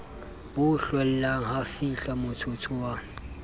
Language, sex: Southern Sotho, male